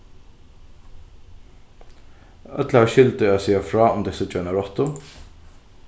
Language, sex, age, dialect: Faroese, male, 15-35, Norðuroyggjar